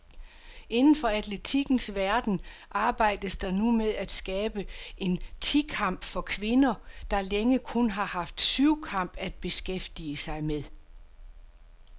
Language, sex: Danish, female